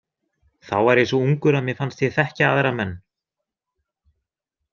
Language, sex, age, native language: Icelandic, male, 20-29, Icelandic